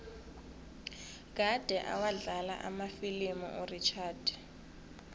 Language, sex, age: South Ndebele, female, 22